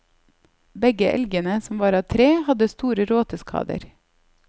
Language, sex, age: Norwegian, female, 30